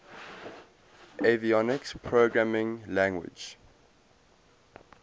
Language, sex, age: English, male, 18